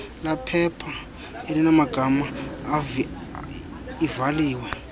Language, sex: Xhosa, male